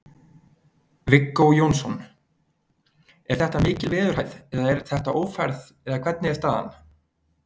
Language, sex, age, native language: Icelandic, male, 20-29, Icelandic